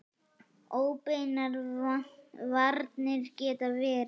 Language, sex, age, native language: Icelandic, male, 9, Icelandic